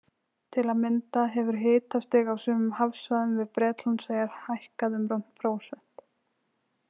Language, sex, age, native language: Icelandic, female, 20-29, Icelandic